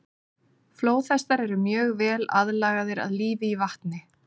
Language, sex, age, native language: Icelandic, female, 30-39, Icelandic